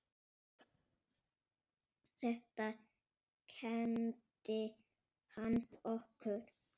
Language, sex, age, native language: Icelandic, male, 6, Icelandic